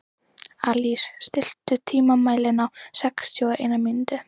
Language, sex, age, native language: Icelandic, female, 11, Icelandic